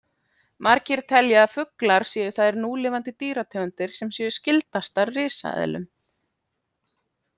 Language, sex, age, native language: Icelandic, female, 30-39, Icelandic